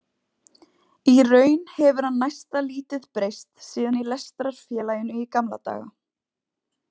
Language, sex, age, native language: Icelandic, female, 20-29, Icelandic